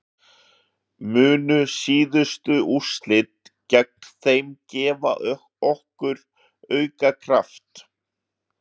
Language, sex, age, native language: Icelandic, male, 40-49, Icelandic